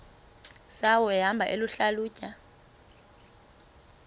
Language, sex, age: Xhosa, female, 33